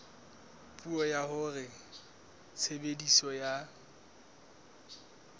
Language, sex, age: Southern Sotho, male, 19